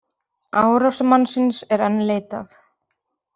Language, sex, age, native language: Icelandic, female, 20-29, Icelandic